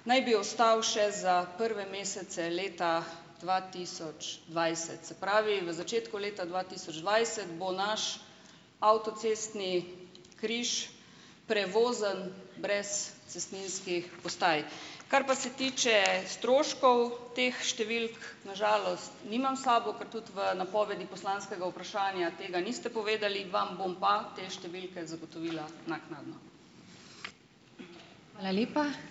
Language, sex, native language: Slovenian, female, Slovenian